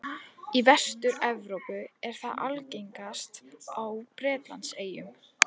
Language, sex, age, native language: Icelandic, female, 18-19, Icelandic